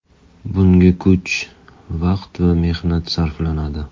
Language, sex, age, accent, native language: Uzbek, male, 30-39, Toshkent shahri, Uzbek